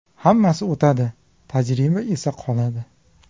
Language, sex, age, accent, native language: Uzbek, male, 25-34, Farg'ona, Uzbek